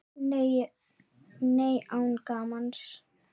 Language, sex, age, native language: Icelandic, female, 9, Icelandic